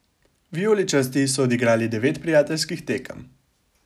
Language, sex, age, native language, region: Slovenian, male, 18-29, Slovenian, Savinja region